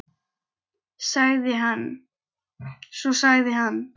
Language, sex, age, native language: Icelandic, male, 10, Icelandic